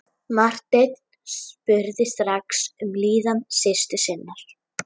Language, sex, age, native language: Icelandic, female, 11, Icelandic